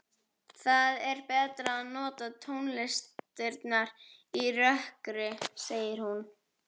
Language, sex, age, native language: Icelandic, female, 11, Icelandic